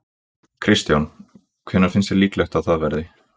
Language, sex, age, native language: Icelandic, male, 20-29, Icelandic